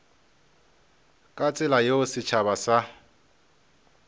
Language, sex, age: Northern Sotho, male, 26